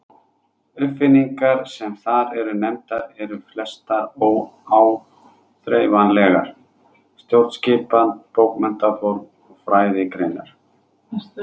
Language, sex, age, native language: Icelandic, male, 30-39, Icelandic